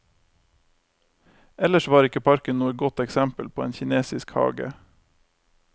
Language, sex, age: Norwegian, male, 28